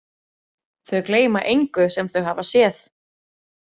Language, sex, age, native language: Icelandic, female, 20-29, Icelandic